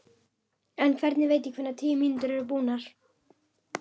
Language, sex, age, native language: Icelandic, female, 11, Icelandic